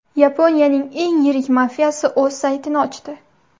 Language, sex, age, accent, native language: Uzbek, female, 18-24, Surxondaryo, Uzbek